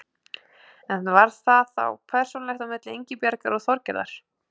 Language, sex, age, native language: Icelandic, female, 20-29, Icelandic